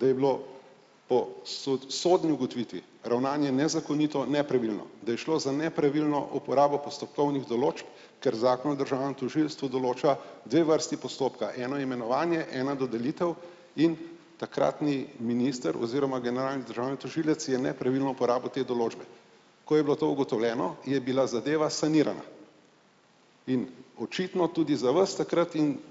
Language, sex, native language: Slovenian, male, Slovenian